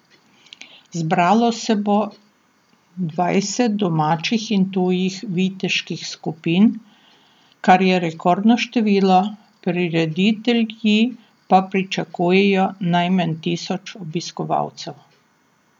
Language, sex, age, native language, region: Slovenian, female, 60+, Slovenian, Southeast Slovenia